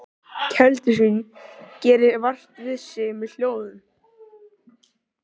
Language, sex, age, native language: Icelandic, male, 13, Icelandic